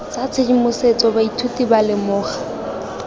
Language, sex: Tswana, female